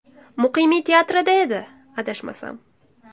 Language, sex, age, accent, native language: Uzbek, female, 19-29, Samarqand, Uzbek